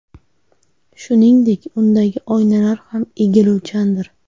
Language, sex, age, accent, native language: Uzbek, female, 18-24, Farg'ona, Uzbek